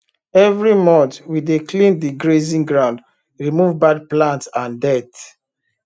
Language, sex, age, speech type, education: Nigerian Pidgin, male, 30-45, spontaneous, tertiary